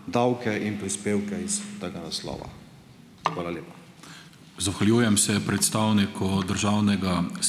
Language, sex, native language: Slovenian, male, Slovenian